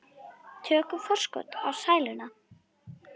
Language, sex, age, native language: Icelandic, female, 10, Icelandic